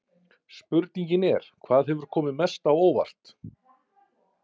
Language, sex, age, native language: Icelandic, male, 50-59, Icelandic